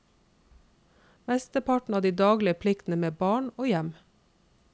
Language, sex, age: Norwegian, female, 46